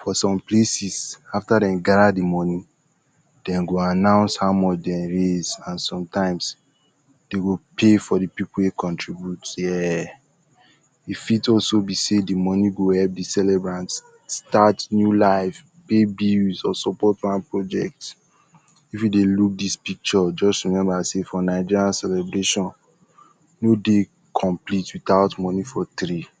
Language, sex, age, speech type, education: Nigerian Pidgin, male, 15-29, spontaneous, tertiary